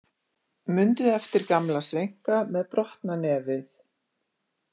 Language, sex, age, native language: Icelandic, female, 50-59, Icelandic